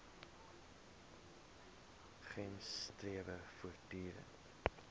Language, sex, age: Afrikaans, male, 22